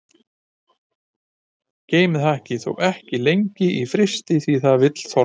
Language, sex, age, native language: Icelandic, male, 50-59, Icelandic